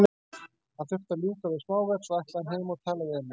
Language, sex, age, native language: Icelandic, male, 30-39, Icelandic